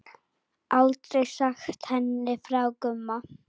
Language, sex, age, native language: Icelandic, female, 9, Icelandic